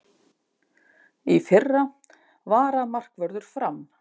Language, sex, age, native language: Icelandic, female, 50-59, Icelandic